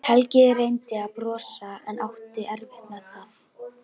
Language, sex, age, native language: Icelandic, female, 12, Icelandic